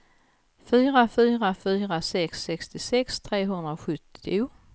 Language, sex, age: Swedish, female, 55